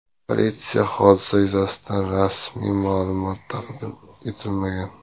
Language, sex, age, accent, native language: Uzbek, male, 25-34, Sirdaryo, Uzbek